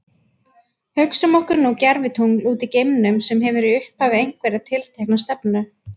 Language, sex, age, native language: Icelandic, female, 20-29, Icelandic